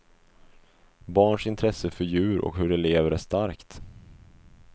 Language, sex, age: Swedish, male, 25